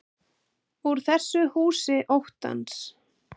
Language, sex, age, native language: Icelandic, female, 8, Icelandic